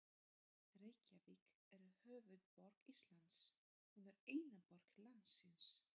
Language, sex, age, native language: Icelandic, female, 30-39, Polish